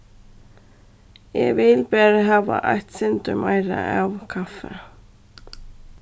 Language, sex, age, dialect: Faroese, female, 15-35, Suðurstreymoy